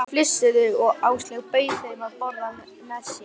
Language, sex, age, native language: Icelandic, male, 11, Icelandic